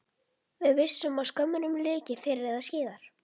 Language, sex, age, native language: Icelandic, female, 11, Icelandic